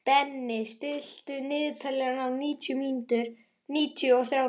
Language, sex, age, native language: Icelandic, male, 11, Icelandic